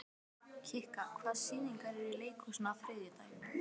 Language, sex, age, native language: Icelandic, other, 12, Icelandic